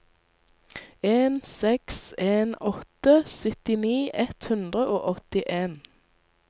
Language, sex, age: Norwegian, female, 19